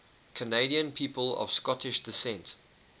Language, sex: English, male